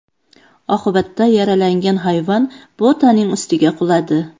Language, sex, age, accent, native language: Uzbek, female, 35+, Qoraqalpog'iston, Karakalpak